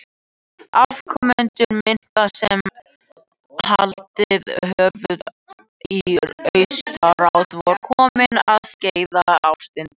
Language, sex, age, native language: Icelandic, other, 18-19, Icelandic